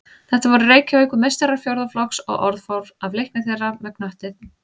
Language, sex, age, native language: Icelandic, female, 30-39, Icelandic